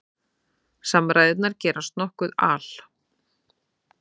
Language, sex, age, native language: Icelandic, female, 30-39, Icelandic